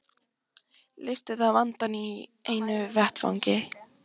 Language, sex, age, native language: Icelandic, female, 14, Icelandic